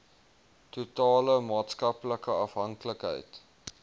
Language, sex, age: Afrikaans, male, 21